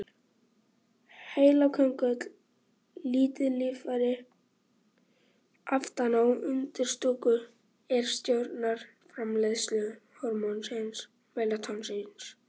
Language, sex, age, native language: Icelandic, male, 18-19, Icelandic